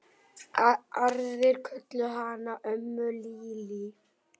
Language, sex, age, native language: Icelandic, male, 8, Icelandic